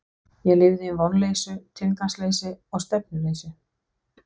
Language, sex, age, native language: Icelandic, female, 60-69, Danish